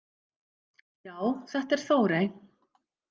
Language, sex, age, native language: Icelandic, female, 50-59, Icelandic